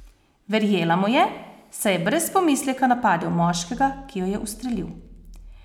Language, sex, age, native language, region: Slovenian, female, 30-49, Slovenian, Posavska region